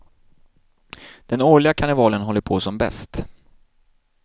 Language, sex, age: Swedish, male, 26